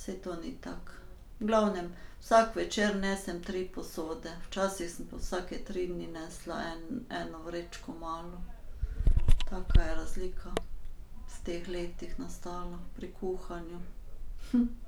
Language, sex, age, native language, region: Slovenian, female, 50-59, Slovenian, Carinthia region